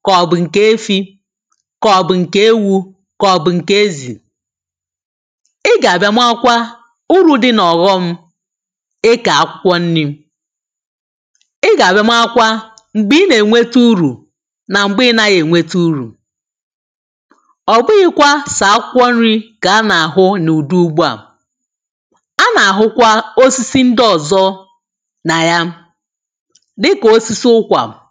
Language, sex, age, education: Igbo, female, 15-29, tertiary